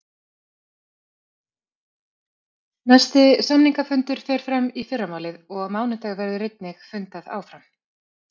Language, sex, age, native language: Icelandic, female, 30-39, Icelandic